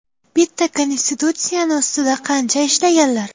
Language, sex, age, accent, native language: Uzbek, female, 12-17, Jizzax, Uzbek